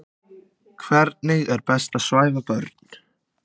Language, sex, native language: Icelandic, other, Icelandic